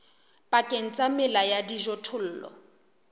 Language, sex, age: Southern Sotho, female, 23